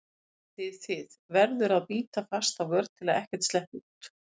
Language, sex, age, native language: Icelandic, female, 50-59, Icelandic